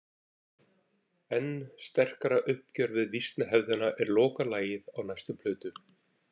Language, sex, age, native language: Icelandic, male, 40-49, Icelandic